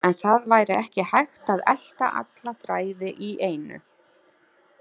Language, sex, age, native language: Icelandic, female, 40-49, Icelandic